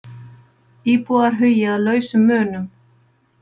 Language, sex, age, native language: Icelandic, female, 50-59, Icelandic